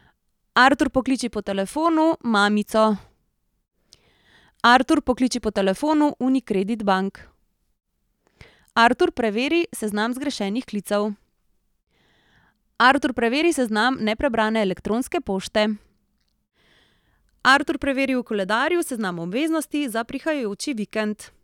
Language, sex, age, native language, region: Slovenian, female, 30-49, Slovenian, Central Slovenia